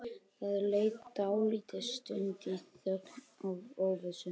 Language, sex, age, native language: Icelandic, male, 12, Icelandic